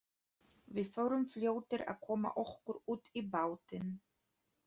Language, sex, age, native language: Icelandic, female, 30-39, Polish